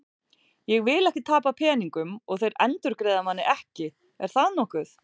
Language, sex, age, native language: Icelandic, female, 40-49, Icelandic